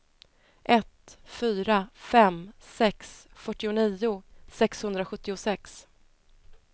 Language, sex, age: Swedish, female, 30